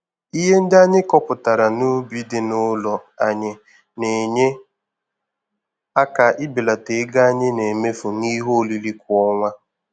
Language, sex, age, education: Igbo, male, 15-29, tertiary